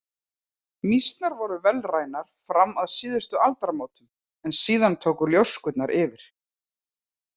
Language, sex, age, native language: Icelandic, female, 40-49, Icelandic